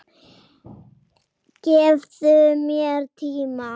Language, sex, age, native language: Icelandic, female, 10, Icelandic